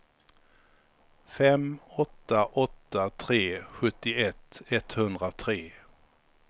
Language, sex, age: Swedish, male, 53